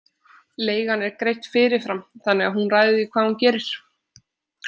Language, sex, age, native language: Icelandic, female, 20-29, Icelandic